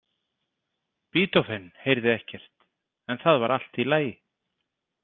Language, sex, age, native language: Icelandic, male, 30-39, Icelandic